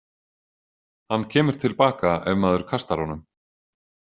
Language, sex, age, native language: Icelandic, male, 40-49, Icelandic